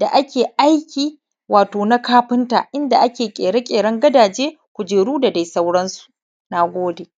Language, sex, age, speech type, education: Hausa, male, 15-29, spontaneous, tertiary